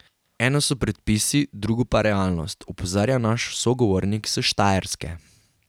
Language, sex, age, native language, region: Slovenian, male, 18-29, Slovenian, Carinthia region